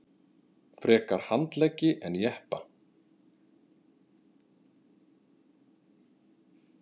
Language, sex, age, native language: Icelandic, male, 30-39, Icelandic